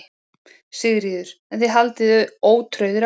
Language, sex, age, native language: Icelandic, female, 40-49, Icelandic